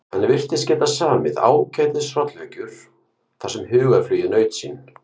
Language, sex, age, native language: Icelandic, male, 50-59, Icelandic